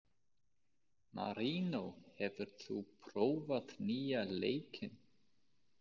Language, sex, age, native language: Icelandic, male, 20-29, Danish